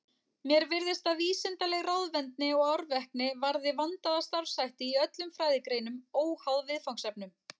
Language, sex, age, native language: Icelandic, female, 40-49, Icelandic